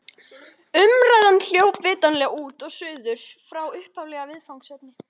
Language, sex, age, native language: Icelandic, female, 13, Icelandic